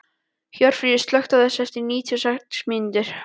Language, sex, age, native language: Icelandic, male, 12, Icelandic